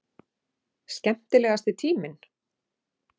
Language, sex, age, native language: Icelandic, female, 40-49, Icelandic